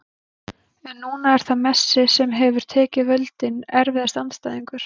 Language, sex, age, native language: Icelandic, female, 20-29, Icelandic